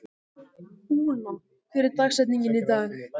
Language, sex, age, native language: Icelandic, male, 14, Icelandic